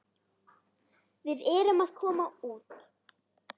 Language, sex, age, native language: Icelandic, female, 10, Icelandic